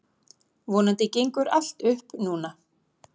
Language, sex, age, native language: Icelandic, female, 40-49, Icelandic